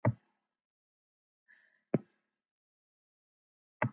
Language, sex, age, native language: Icelandic, female, 50-59, English